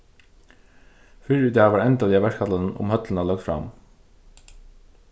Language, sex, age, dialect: Faroese, male, 15-35, Suðurstreymoy